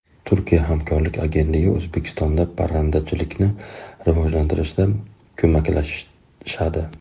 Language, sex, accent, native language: Uzbek, male, Andijon, Uzbek